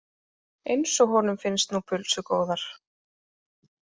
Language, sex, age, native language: Icelandic, female, 30-39, Icelandic